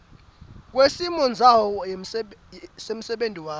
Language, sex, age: Swati, male, 18